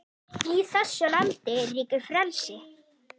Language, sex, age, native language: Icelandic, female, 9, Icelandic